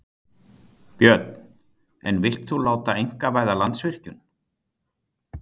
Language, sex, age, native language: Icelandic, male, 60-69, Icelandic